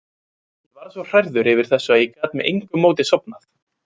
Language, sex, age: Icelandic, male, 20-29